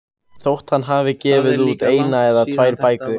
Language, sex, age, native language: Icelandic, other, 15, Icelandic